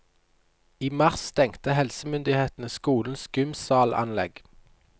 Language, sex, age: Norwegian, male, 29